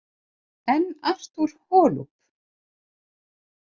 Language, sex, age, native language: Icelandic, female, 50-59, Icelandic